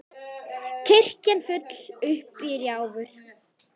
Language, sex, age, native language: Icelandic, female, 10, Icelandic